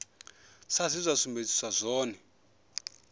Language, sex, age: Venda, male, 21